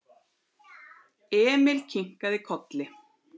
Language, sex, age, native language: Icelandic, male, 8, Icelandic